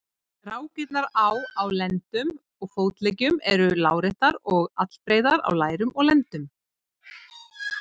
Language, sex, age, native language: Icelandic, female, 30-39, Icelandic